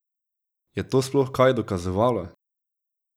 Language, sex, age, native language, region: Slovenian, male, 18-29, Slovenian, Drava region